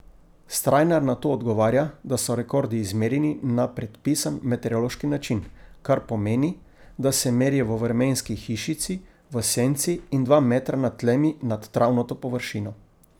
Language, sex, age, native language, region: Slovenian, male, 50-59, Slovenian, Coastal Karst region